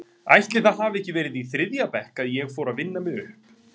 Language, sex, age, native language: Icelandic, male, 30-39, Icelandic